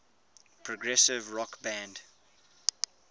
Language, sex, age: English, male, 21